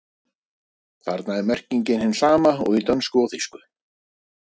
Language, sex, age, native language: Icelandic, male, 50-59, Icelandic